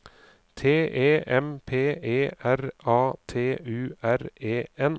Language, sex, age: Norwegian, male, 39